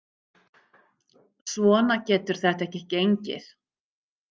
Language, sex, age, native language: Icelandic, female, 50-59, Icelandic